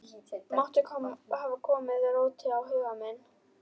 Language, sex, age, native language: Icelandic, female, 11, Icelandic